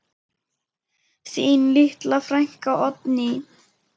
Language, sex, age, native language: Icelandic, male, 10, Icelandic